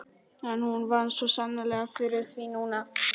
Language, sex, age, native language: Icelandic, male, 12, Polish